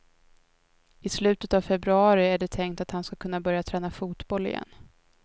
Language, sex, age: Swedish, female, 22